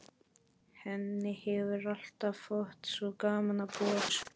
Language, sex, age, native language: Icelandic, male, 11, Polish